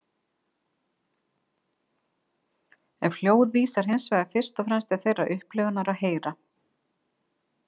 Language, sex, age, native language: Icelandic, female, 50-59, Icelandic